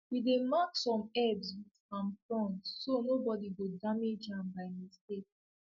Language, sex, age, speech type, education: Nigerian Pidgin, female, 15-29, spontaneous, tertiary